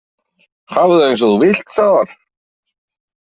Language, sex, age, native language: Icelandic, male, 40-49, Icelandic